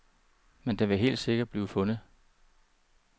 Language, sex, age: Danish, male, 39